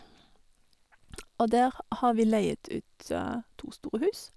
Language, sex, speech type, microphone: Norwegian, female, spontaneous, Sennheiser